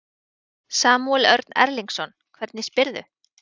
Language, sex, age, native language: Icelandic, female, 20-29, Icelandic